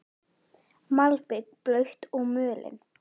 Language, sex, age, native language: Icelandic, female, 10, Icelandic